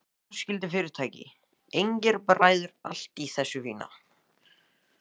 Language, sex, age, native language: Icelandic, male, 14, Icelandic